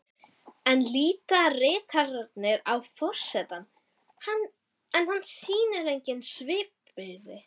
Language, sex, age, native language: Icelandic, female, 11, Icelandic